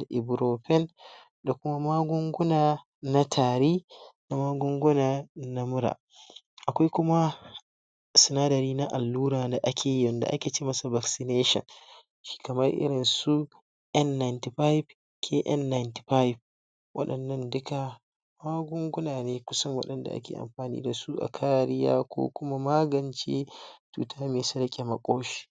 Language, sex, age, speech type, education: Hausa, male, 60+, spontaneous, tertiary